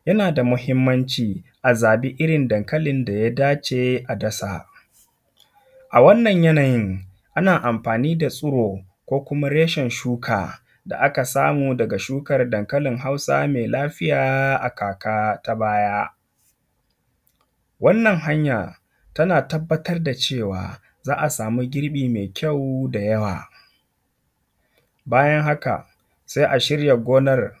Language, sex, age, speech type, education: Hausa, male, 15-29, spontaneous, secondary